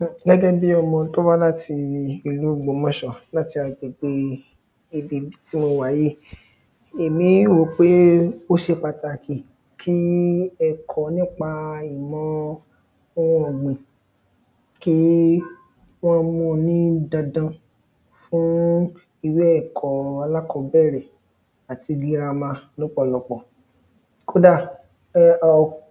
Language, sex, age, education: Yoruba, male, 15-29, secondary